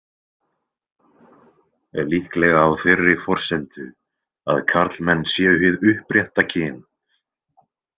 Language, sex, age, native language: Icelandic, male, 20-29, Icelandic